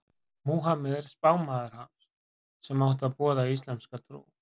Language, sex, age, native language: Icelandic, male, 40-49, Icelandic